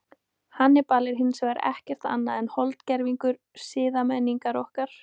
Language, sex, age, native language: Icelandic, female, 18-19, Icelandic